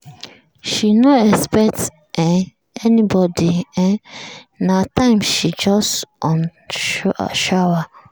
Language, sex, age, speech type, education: Nigerian Pidgin, female, 30-45, spontaneous, tertiary